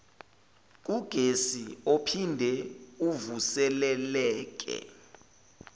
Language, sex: Zulu, male